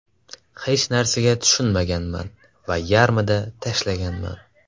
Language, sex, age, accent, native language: Uzbek, male, 12-17, Toshkent viloyati, Kazakh